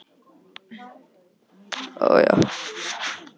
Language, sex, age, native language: Icelandic, male, 18-19, Icelandic